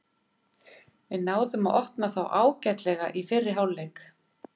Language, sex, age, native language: Icelandic, female, 50-59, Icelandic